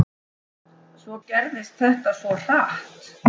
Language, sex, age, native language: Icelandic, female, 10, Icelandic